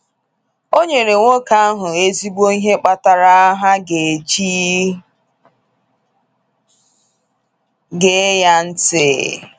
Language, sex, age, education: Igbo, female, 15-29, tertiary